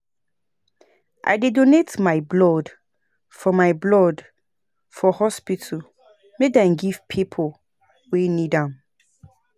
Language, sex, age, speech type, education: Nigerian Pidgin, female, 30-45, spontaneous, tertiary